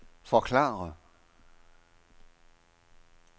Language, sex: Danish, male